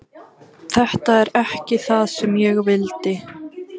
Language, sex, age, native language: Icelandic, female, 14, Icelandic